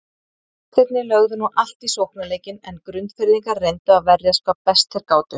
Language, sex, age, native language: Icelandic, female, 30-39, Icelandic